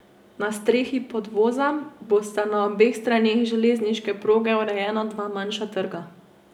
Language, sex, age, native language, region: Slovenian, female, 18-29, Slovenian, Savinja region